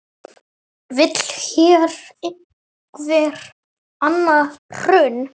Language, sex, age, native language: Icelandic, male, 8, Icelandic